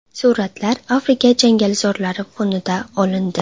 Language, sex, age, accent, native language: Uzbek, female, 19-29, Namangan, Uzbek